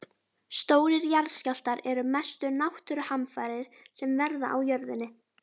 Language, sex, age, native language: Icelandic, female, 12, Icelandic